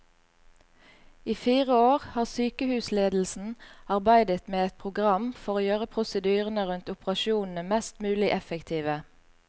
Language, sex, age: Norwegian, female, 38